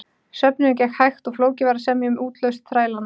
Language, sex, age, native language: Icelandic, female, 30-39, Icelandic